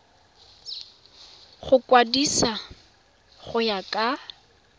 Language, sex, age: Tswana, female, 22